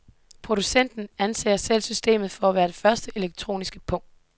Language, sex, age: Danish, female, 18